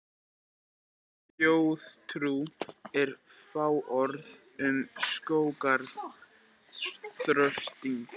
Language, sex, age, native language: Icelandic, male, 18-19, Icelandic